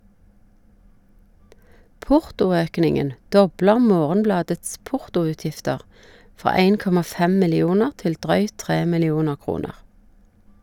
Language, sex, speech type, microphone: Norwegian, female, read, Shure